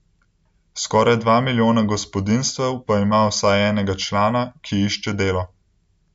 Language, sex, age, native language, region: Slovenian, male, 18-29, Slovenian, Central Slovenia